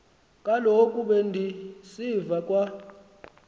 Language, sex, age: Xhosa, male, 19